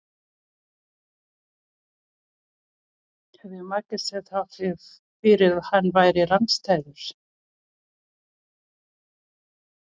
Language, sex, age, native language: Icelandic, female, 40-49, Filipino